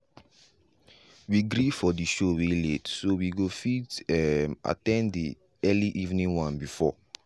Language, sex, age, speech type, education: Nigerian Pidgin, male, 15-29, spontaneous, tertiary